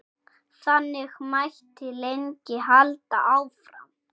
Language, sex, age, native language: Icelandic, male, 6, Icelandic